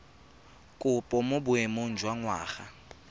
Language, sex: Tswana, male